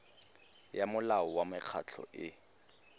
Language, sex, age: Tswana, male, 19